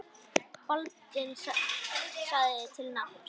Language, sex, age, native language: Icelandic, male, 10, Icelandic